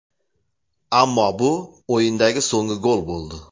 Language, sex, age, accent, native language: Uzbek, male, 35+, Jizzax, Uzbek